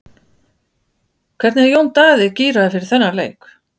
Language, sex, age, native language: Icelandic, female, 50-59, Icelandic